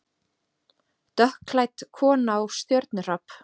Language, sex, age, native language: Icelandic, female, 30-39, Icelandic